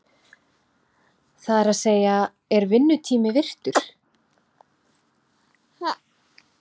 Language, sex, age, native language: Icelandic, female, 30-39, Icelandic